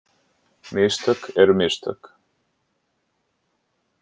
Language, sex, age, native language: Icelandic, male, 40-49, Icelandic